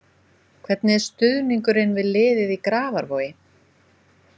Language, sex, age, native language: Icelandic, female, 20-29, Icelandic